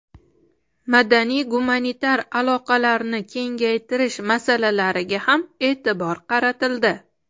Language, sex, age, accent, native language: Uzbek, female, 25-34, Toshkent shahri, Uzbek